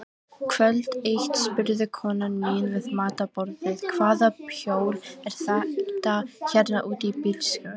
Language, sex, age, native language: Icelandic, female, 18-19, Icelandic